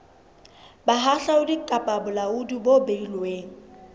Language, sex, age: Southern Sotho, female, 22